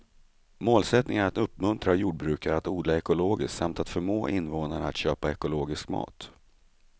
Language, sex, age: Swedish, male, 35